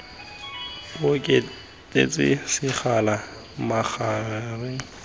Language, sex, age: Tswana, male, 20